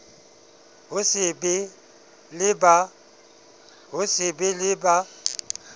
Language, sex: Southern Sotho, male